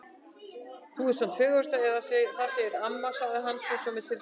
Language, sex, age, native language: Icelandic, female, 60-69, Icelandic